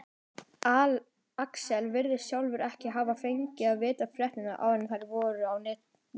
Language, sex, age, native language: Icelandic, female, 18-19, Icelandic